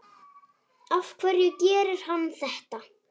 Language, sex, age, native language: Icelandic, male, 7, Icelandic